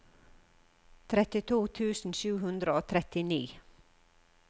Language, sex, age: Norwegian, female, 54